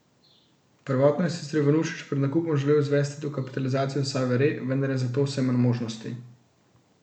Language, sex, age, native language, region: Slovenian, male, 18-29, Slovenian, Central Slovenia